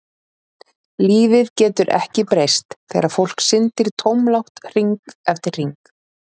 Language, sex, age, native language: Icelandic, female, 30-39, Icelandic